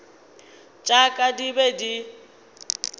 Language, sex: Northern Sotho, female